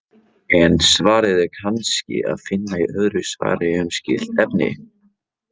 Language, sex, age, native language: Icelandic, male, 18-19, Icelandic